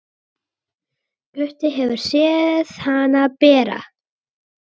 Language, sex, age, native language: Icelandic, male, 8, Icelandic